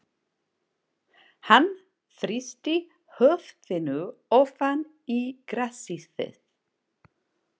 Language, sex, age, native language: Icelandic, female, 40-49, English